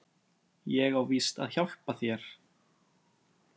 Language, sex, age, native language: Icelandic, male, 30-39, Icelandic